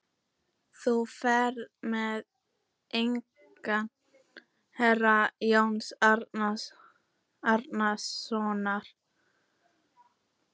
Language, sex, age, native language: Icelandic, female, 14, Icelandic